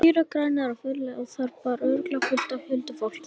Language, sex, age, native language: Icelandic, male, 18-19, Icelandic